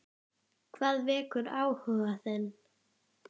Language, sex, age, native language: Icelandic, female, 10, Icelandic